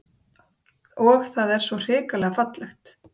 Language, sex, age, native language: Icelandic, female, 30-39, Icelandic